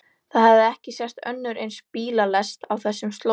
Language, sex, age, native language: Icelandic, female, 11, Icelandic